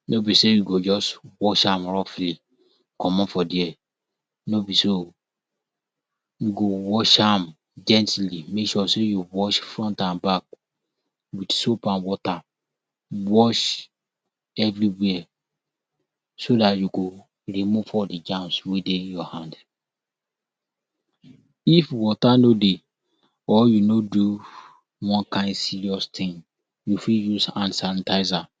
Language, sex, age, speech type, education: Nigerian Pidgin, male, 46-60, spontaneous, tertiary